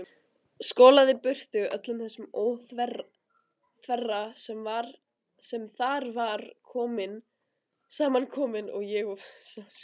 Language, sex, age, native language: Icelandic, other, 20-29, Icelandic